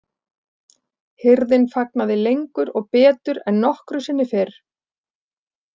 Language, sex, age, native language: Icelandic, female, 40-49, Icelandic